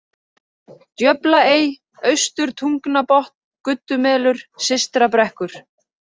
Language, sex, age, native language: Icelandic, female, 30-39, Icelandic